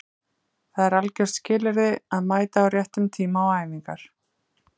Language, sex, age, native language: Icelandic, female, 30-39, Icelandic